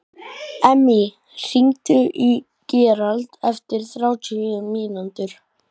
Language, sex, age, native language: Icelandic, male, 12, Icelandic